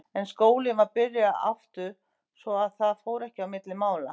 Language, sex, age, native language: Icelandic, female, 50-59, Icelandic